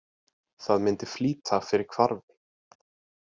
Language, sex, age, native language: Icelandic, male, 20-29, Icelandic